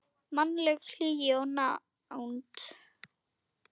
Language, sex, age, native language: Icelandic, female, 10, Icelandic